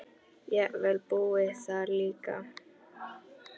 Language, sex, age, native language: Icelandic, female, 10, Icelandic